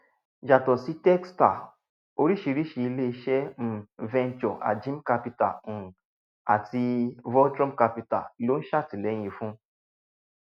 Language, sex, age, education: Yoruba, male, 15-29, tertiary